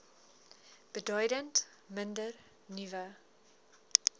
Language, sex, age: Afrikaans, female, 20